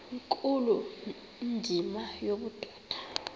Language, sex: Xhosa, female